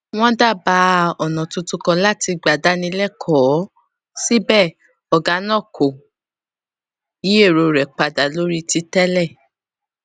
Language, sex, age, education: Yoruba, female, 15-29, tertiary